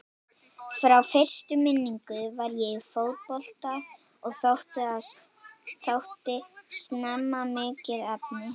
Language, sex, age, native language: Icelandic, female, 18-19, Icelandic